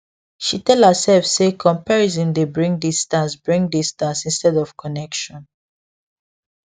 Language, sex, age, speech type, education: Nigerian Pidgin, female, 15-29, spontaneous, secondary